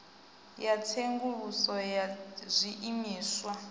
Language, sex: Venda, female